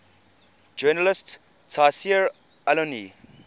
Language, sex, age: English, male, 20